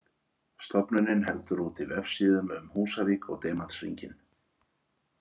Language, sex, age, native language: Icelandic, male, 40-49, Icelandic